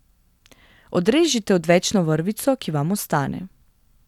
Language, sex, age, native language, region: Slovenian, female, 18-29, Slovenian, Gorenjska region